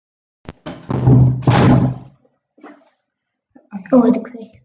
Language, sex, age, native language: Icelandic, female, 8, Icelandic